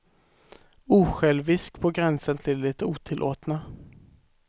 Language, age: Swedish, 18